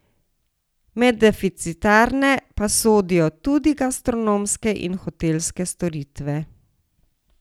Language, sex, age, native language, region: Slovenian, female, 60+, Slovenian, Savinja region